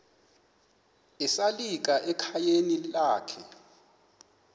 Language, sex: Xhosa, male